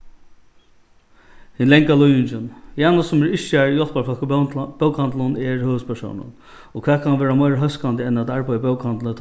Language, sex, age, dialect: Faroese, male, 36-60, Norðuroyggjar